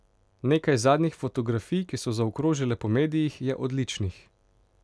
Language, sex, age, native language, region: Slovenian, male, 18-29, Slovenian, Pomurje region